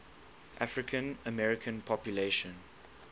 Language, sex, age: English, male, 19